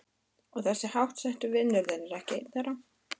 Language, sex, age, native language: Icelandic, female, 13, Icelandic